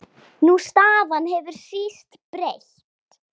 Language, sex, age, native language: Icelandic, female, 10, Icelandic